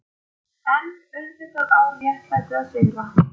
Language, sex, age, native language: Icelandic, female, 30-39, Icelandic